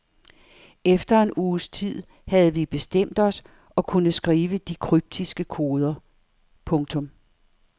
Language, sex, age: Danish, female, 58